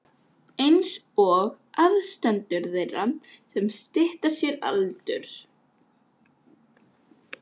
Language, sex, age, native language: Icelandic, female, 11, Icelandic